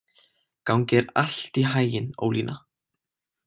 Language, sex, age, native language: Icelandic, male, 18-19, Icelandic